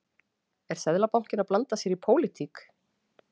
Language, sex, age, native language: Icelandic, female, 40-49, Icelandic